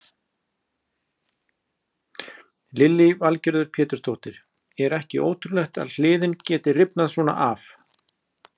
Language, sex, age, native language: Icelandic, male, 40-49, Icelandic